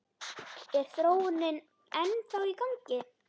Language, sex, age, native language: Icelandic, female, 10, Icelandic